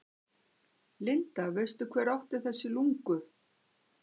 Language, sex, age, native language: Icelandic, female, 60-69, Icelandic